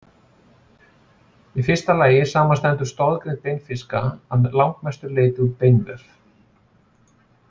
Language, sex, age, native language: Icelandic, male, 40-49, Icelandic